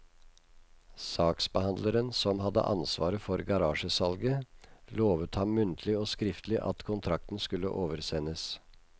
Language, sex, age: Norwegian, male, 56